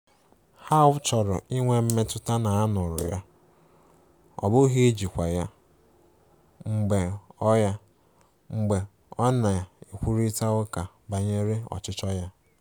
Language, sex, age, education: Igbo, male, 15-29, tertiary